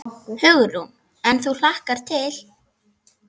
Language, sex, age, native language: Icelandic, female, 10, Icelandic